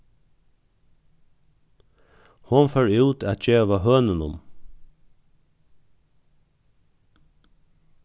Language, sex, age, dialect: Faroese, male, 36-60, Norðuroyggjar